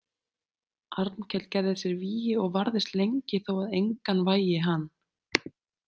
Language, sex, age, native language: Icelandic, female, 30-39, Icelandic